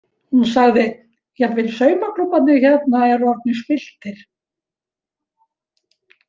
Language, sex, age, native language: Icelandic, female, 70-79, Icelandic